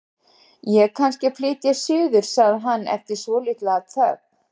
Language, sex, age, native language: Icelandic, female, 60-69, Icelandic